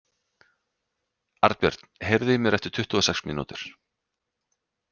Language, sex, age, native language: Icelandic, male, 30-39, Icelandic